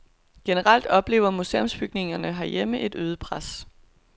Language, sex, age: Danish, female, 22